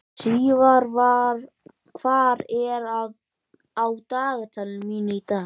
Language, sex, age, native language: Icelandic, male, 11, Icelandic